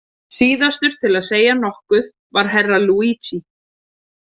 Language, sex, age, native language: Icelandic, female, 30-39, Icelandic